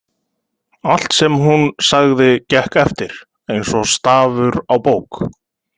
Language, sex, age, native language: Icelandic, male, 30-39, Icelandic